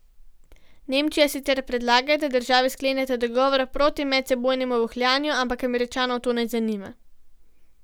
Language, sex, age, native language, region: Slovenian, female, 12-17, Slovenian, Gorenjska region